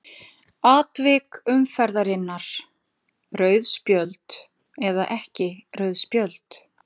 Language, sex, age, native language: Icelandic, female, 50-59, Icelandic